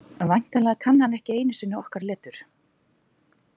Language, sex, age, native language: Icelandic, female, 40-49, Icelandic